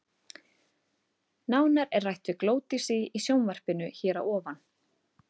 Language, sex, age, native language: Icelandic, female, 30-39, Icelandic